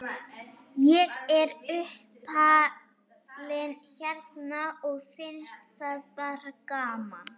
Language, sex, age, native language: Icelandic, female, 18-19, Icelandic